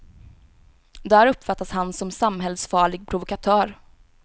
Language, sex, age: Swedish, female, 18